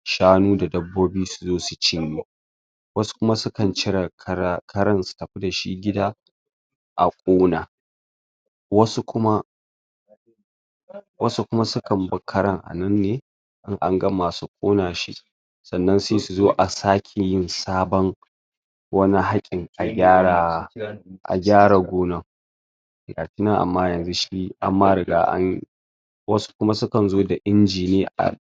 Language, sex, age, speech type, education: Hausa, female, 60+, spontaneous, secondary